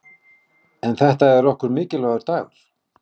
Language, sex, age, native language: Icelandic, male, 40-49, Icelandic